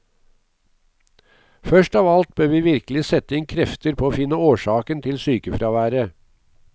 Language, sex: Norwegian, male